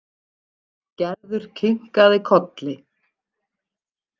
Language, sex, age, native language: Icelandic, female, 20-29, Icelandic